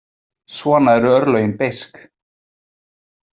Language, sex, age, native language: Icelandic, male, 20-29, Icelandic